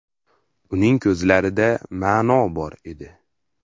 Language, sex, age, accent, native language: Uzbek, male, under 19, Farg'ona, Uzbek